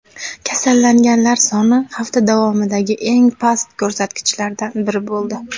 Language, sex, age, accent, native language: Uzbek, female, 18-24, Andijon, Uzbek